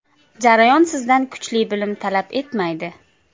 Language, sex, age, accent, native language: Uzbek, female, 25-34, Qashqadaryo, Uzbek